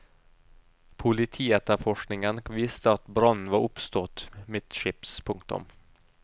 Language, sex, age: Norwegian, male, 32